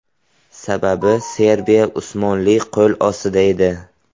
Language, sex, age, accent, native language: Uzbek, male, 18-24, Buxoro, Uzbek